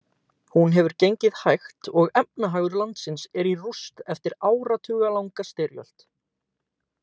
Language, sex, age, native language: Icelandic, male, 18-19, Icelandic